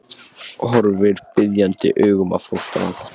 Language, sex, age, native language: Icelandic, male, 18-19, Icelandic